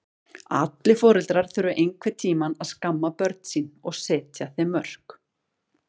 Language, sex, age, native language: Icelandic, female, 40-49, Icelandic